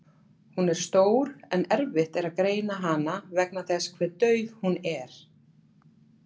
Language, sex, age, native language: Icelandic, female, 40-49, Icelandic